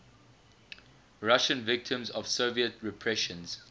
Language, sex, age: English, male, 20